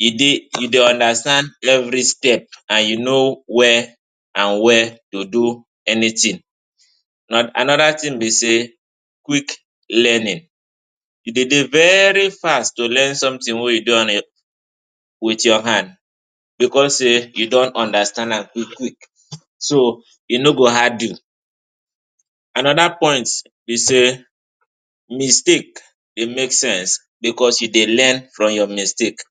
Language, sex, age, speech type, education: Nigerian Pidgin, male, 15-29, spontaneous, tertiary